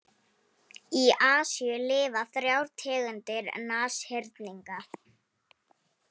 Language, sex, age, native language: Icelandic, female, 18-19, Polish